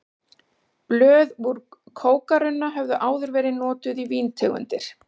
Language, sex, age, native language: Icelandic, female, 40-49, Icelandic